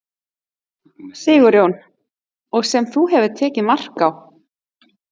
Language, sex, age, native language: Icelandic, female, 30-39, Icelandic